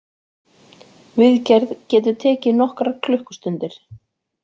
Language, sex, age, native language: Icelandic, female, 40-49, Icelandic